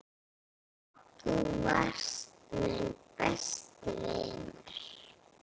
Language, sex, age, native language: Icelandic, female, 9, Icelandic